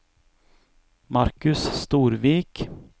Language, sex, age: Norwegian, male, 41